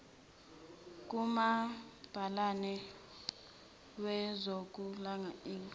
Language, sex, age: Zulu, female, 21